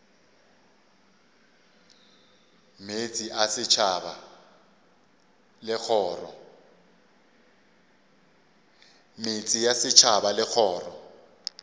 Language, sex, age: Northern Sotho, male, 35